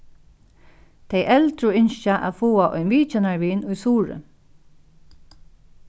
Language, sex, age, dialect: Faroese, female, 36-60, Norðuroyggjar